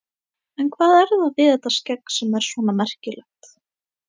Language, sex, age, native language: Icelandic, female, 18-19, Icelandic